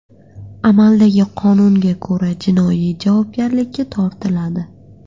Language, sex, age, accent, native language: Uzbek, female, 18-24, Qashqadaryo, Uzbek